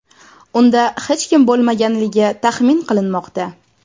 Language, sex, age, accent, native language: Uzbek, female, 18-24, Toshkent viloyati, Uzbek